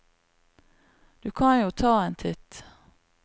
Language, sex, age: Norwegian, female, 36